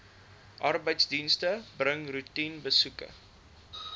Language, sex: Afrikaans, male